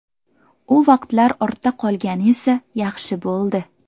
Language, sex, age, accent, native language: Uzbek, female, 18-24, Farg'ona, Uzbek